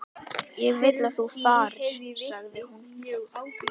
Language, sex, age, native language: Icelandic, male, 11, Icelandic